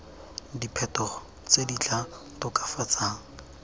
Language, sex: Tswana, male